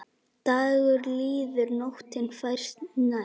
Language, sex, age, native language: Icelandic, female, 8, Icelandic